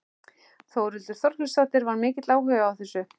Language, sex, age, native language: Icelandic, male, 11, Icelandic